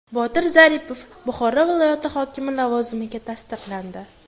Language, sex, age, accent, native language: Uzbek, female, 18-24, Toshkent viloyati, Uzbek